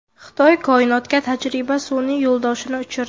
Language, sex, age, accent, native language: Uzbek, female, 12-17, Samarqand, Uzbek